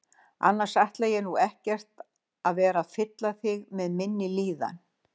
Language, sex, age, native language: Icelandic, female, 60-69, Icelandic